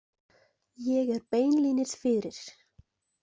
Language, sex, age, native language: Icelandic, female, 20-29, Icelandic